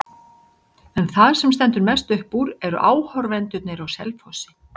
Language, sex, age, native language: Icelandic, male, 60-69, Icelandic